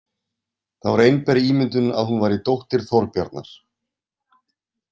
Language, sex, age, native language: Icelandic, male, 30-39, Icelandic